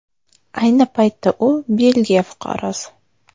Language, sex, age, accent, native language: Uzbek, female, 18-24, Surxondaryo, Uzbek